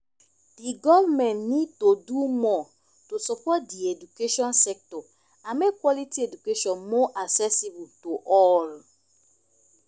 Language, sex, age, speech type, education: Nigerian Pidgin, female, 15-29, spontaneous, tertiary